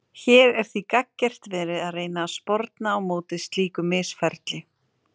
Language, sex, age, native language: Icelandic, female, 30-39, Icelandic